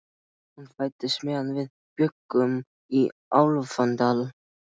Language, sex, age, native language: Icelandic, male, 12, Icelandic